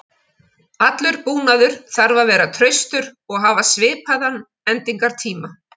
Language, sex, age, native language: Icelandic, female, 50-59, Icelandic